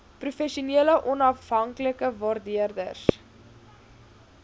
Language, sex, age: Afrikaans, female, 19